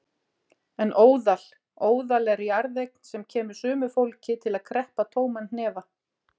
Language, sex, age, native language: Icelandic, female, 40-49, Icelandic